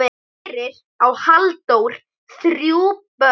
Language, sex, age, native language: Icelandic, male, 10, Icelandic